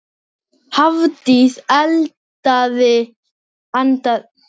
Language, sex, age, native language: Icelandic, male, 10, Icelandic